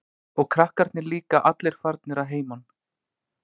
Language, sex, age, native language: Icelandic, male, 20-29, Icelandic